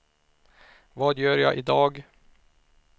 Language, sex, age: Swedish, male, 49